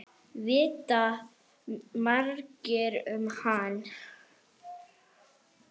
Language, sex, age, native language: Icelandic, female, 10, Arabic